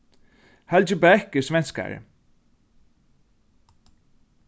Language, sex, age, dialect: Faroese, male, 36-60, Norðurstreymoy/Eysturoy